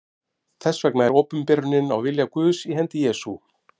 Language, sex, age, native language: Icelandic, male, 50-59, Icelandic